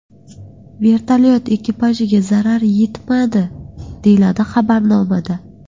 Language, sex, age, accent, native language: Uzbek, female, 18-24, Qashqadaryo, Uzbek